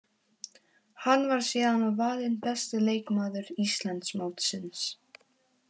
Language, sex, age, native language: Icelandic, female, 18-19, Polish